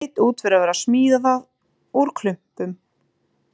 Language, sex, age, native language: Icelandic, female, 20-29, Icelandic